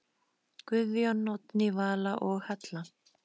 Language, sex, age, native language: Icelandic, male, 10, Icelandic